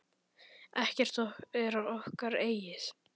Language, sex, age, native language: Icelandic, male, 10, Icelandic